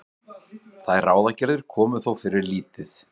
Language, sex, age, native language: Icelandic, male, 40-49, Icelandic